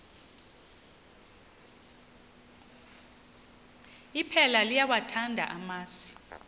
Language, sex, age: Xhosa, female, 30